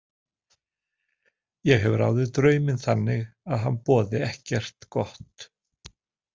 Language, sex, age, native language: Icelandic, male, 60-69, Icelandic